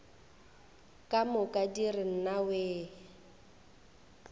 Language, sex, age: Northern Sotho, female, 21